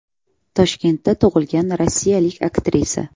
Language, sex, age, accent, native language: Uzbek, female, 18-24, Toshkent viloyati, Uzbek